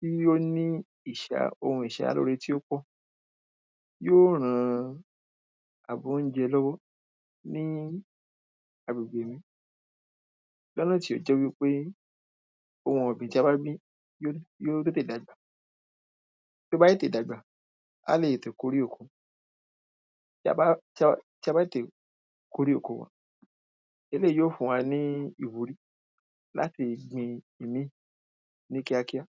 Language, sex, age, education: Yoruba, male, 15-29, primary